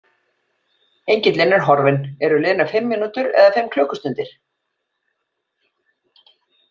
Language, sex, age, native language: Icelandic, female, 40-49, Icelandic